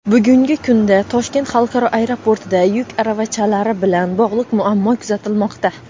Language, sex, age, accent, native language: Uzbek, female, under 19, Xorazm, Uzbek